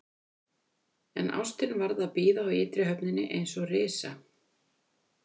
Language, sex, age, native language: Icelandic, female, 50-59, Icelandic